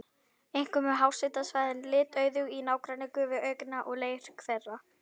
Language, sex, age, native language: Icelandic, female, 11, Icelandic